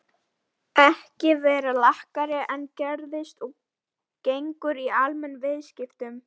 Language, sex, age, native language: Icelandic, female, 12, Icelandic